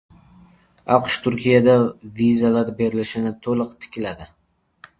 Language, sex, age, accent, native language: Uzbek, male, 12-17, Jizzax, Uzbek